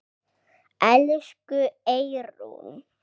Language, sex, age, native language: Icelandic, male, 6, Icelandic